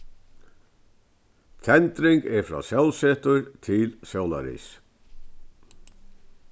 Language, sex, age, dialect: Faroese, male, 61+, Vágar